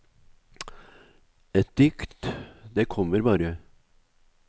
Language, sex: Norwegian, male